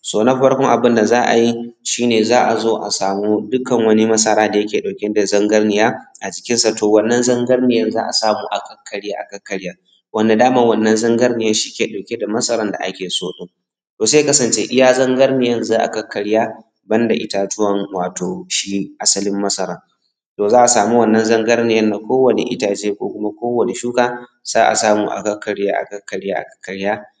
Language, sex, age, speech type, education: Hausa, male, 15-29, spontaneous, tertiary